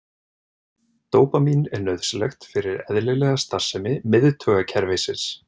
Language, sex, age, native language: Icelandic, male, 30-39, Icelandic